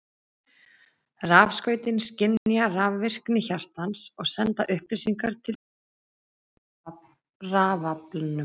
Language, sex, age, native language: Icelandic, female, 30-39, Icelandic